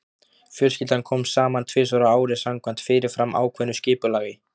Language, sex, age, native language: Icelandic, male, 15, Icelandic